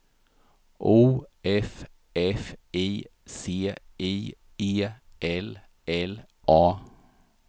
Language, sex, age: Swedish, male, 51